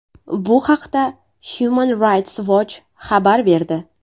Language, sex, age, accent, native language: Uzbek, female, 18-24, Navoiy, Uzbek